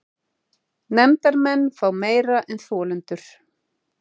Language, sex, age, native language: Icelandic, female, 30-39, Icelandic